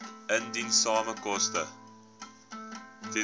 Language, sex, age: Afrikaans, male, 19